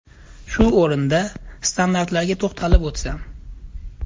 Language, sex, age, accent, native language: Uzbek, male, 18-24, Farg'ona, Uzbek